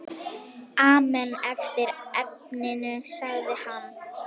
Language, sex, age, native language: Icelandic, female, 10, Icelandic